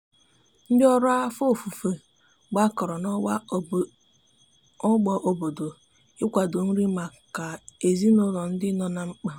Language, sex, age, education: Igbo, female, 15-29, tertiary